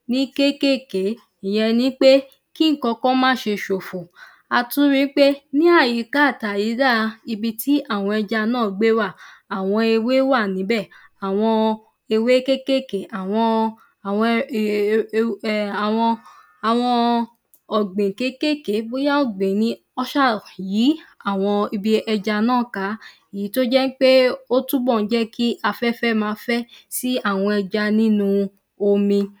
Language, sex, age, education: Yoruba, female, 15-29, primary